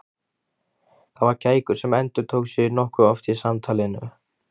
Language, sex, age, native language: Icelandic, male, 15, Icelandic